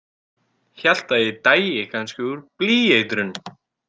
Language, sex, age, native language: Icelandic, male, 18-19, Icelandic